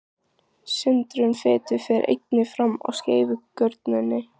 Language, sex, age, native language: Icelandic, female, 14, Icelandic